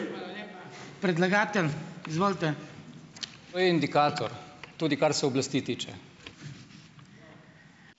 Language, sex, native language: Slovenian, male, Slovenian